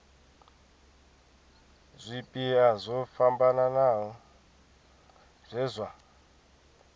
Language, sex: Venda, male